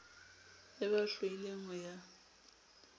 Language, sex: Southern Sotho, female